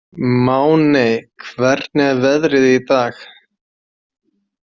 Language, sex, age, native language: Icelandic, male, 40-49, Icelandic